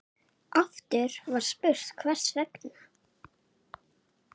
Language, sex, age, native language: Icelandic, female, 7, Icelandic